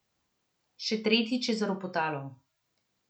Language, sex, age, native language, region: Slovenian, female, 30-49, Slovenian, Central Slovenia